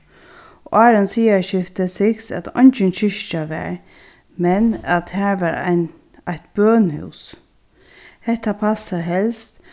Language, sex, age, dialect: Faroese, female, 36-60, Sandoy